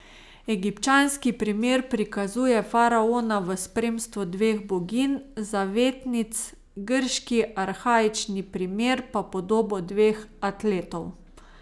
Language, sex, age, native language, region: Slovenian, female, 30-49, Slovenian, Savinja region